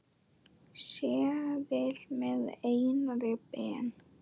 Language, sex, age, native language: Icelandic, male, 9, Icelandic